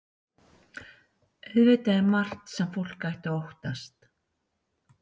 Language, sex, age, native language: Icelandic, female, 60-69, Icelandic